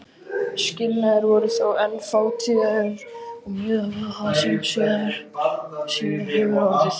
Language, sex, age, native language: Icelandic, other, 18-19, Icelandic